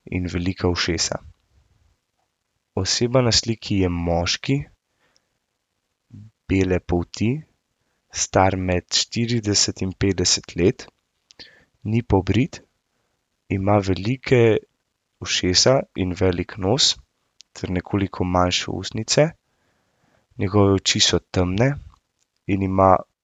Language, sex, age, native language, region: Slovenian, male, 18-29, Slovenian, Central Slovenia